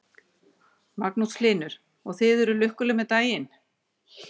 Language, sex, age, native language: Icelandic, female, 60-69, Icelandic